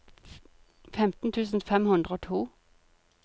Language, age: Norwegian, 40